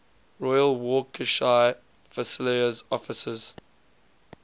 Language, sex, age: English, male, 20